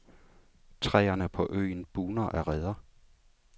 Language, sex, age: Danish, male, 35